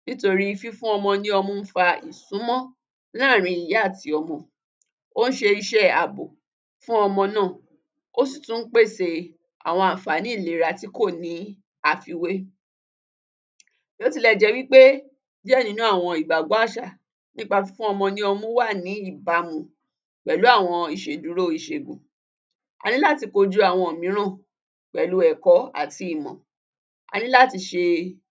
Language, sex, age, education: Yoruba, female, 30-45, tertiary